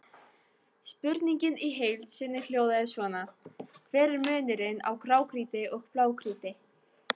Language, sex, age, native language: Icelandic, female, 18-19, Icelandic